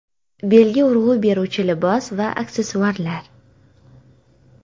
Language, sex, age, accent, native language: Uzbek, female, 18-24, Toshkent viloyati, Uzbek